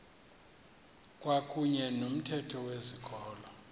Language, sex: Xhosa, male